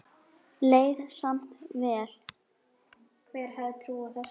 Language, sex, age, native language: Icelandic, female, 10, Icelandic